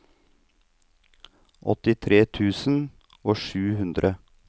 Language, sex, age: Norwegian, male, 39